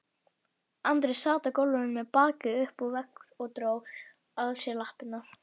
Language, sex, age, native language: Icelandic, female, 40-49, Icelandic